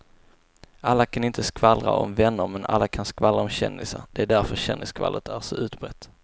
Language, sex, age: Swedish, male, 22